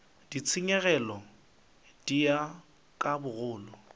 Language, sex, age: Northern Sotho, male, 23